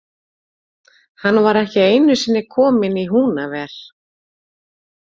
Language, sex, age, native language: Icelandic, female, 40-49, Icelandic